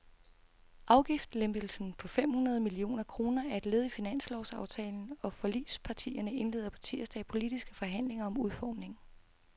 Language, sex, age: Danish, female, 32